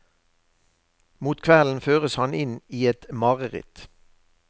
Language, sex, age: Norwegian, male, 63